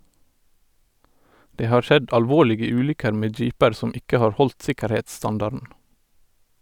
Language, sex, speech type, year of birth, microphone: Norwegian, male, read, 1989, Sennheiser